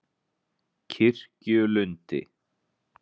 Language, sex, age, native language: Icelandic, male, 20-29, Icelandic